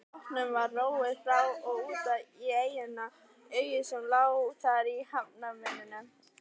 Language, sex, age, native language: Icelandic, female, 20-29, Icelandic